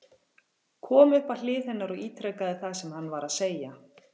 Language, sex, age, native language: Icelandic, female, 40-49, Icelandic